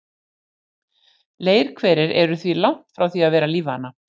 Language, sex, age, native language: Icelandic, female, 60-69, Icelandic